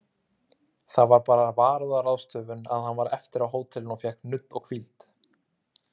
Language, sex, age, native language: Icelandic, male, 30-39, Icelandic